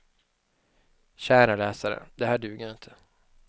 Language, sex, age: Swedish, male, 25